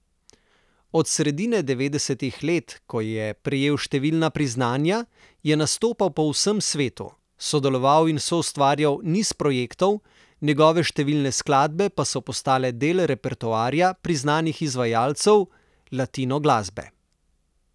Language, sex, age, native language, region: Slovenian, male, 30-49, Slovenian, Southeast Slovenia